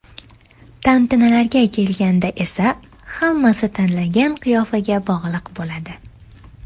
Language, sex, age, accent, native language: Uzbek, female, 19-29, Andijon, Uzbek